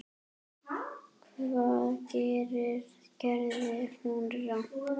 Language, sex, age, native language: Icelandic, female, 7, Icelandic